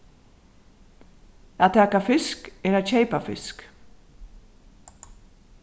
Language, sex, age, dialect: Faroese, female, 36-60, Suðurstreymoy